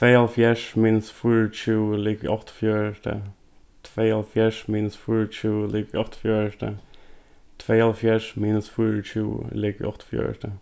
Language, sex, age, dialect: Faroese, male, 15-35, Norðurstreymoy/Eysturoy